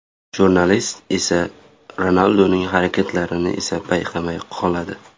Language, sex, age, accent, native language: Uzbek, male, 18-24, Surxondaryo, Uzbek